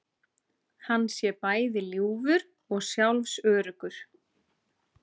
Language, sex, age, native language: Icelandic, female, 30-39, Icelandic